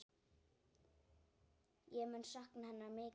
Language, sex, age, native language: Icelandic, female, 9, Icelandic